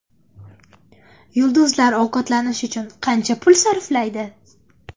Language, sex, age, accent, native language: Uzbek, female, under 19, Andijon, Uzbek